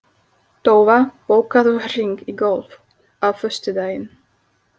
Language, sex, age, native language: Icelandic, female, 30-39, Slovak